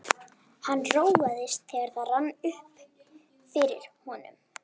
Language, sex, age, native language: Icelandic, female, 11, Icelandic